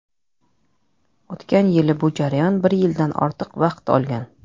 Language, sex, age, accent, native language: Uzbek, female, 30-39, Toshkent shahri, Uzbek